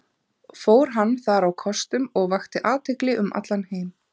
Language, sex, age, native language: Icelandic, female, 30-39, Icelandic